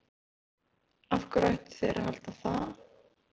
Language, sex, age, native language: Icelandic, female, 20-29, Icelandic